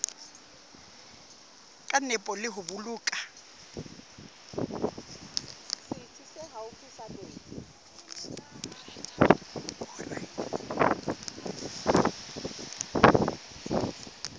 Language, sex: Southern Sotho, female